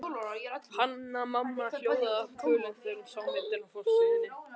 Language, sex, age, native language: Icelandic, male, 11, Icelandic